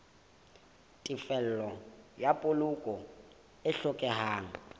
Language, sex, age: Southern Sotho, male, 18